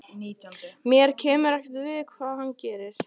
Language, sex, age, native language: Icelandic, female, 14, Italian